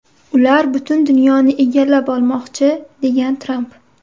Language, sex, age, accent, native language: Uzbek, female, 18-24, Surxondaryo, Uzbek